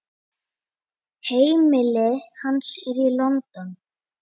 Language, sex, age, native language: Icelandic, female, 9, Icelandic